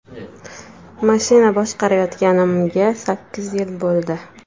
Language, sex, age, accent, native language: Uzbek, female, 19-29, Samarqand, Uzbek